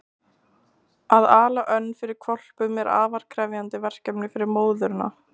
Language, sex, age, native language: Icelandic, male, 20-29, Icelandic